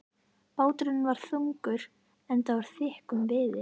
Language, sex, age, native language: Icelandic, female, 11, Icelandic